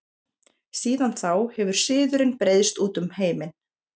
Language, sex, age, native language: Icelandic, female, 30-39, Icelandic